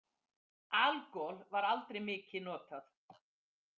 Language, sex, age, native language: Icelandic, female, 50-59, Icelandic